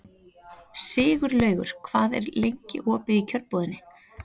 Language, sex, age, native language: Icelandic, female, 30-39, Icelandic